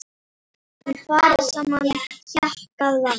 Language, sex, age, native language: Icelandic, female, 7, Icelandic